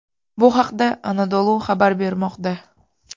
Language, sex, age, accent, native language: Uzbek, female, 18-24, Farg'ona, Uzbek